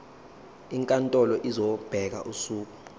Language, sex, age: Zulu, male, 21